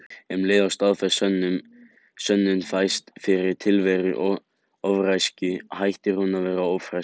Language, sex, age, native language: Icelandic, male, 18-19, Icelandic